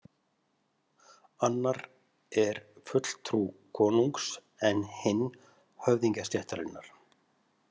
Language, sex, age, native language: Icelandic, male, 50-59, Icelandic